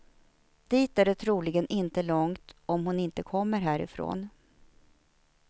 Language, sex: Swedish, female